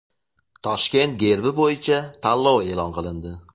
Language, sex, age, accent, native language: Uzbek, male, 35+, Jizzax, Uzbek